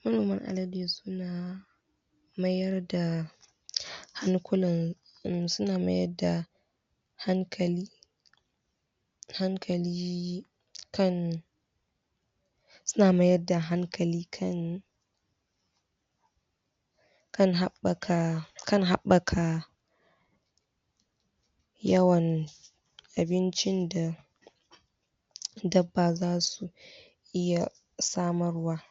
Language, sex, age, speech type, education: Hausa, female, 15-29, spontaneous, tertiary